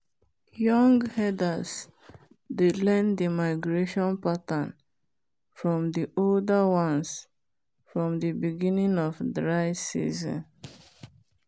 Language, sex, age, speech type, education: Nigerian Pidgin, female, 30-45, spontaneous, tertiary